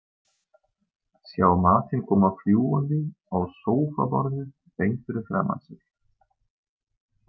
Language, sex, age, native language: Icelandic, male, 30-39, German